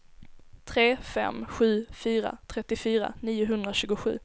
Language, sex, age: Swedish, female, 17